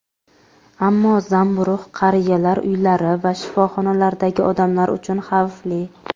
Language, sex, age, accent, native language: Uzbek, female, 18-24, Jizzax, Uzbek